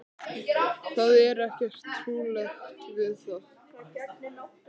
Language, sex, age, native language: Icelandic, male, 13, Icelandic